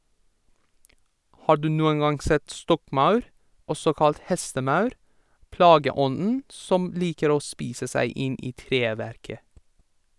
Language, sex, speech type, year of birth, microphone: Norwegian, male, read, 1987, Sennheiser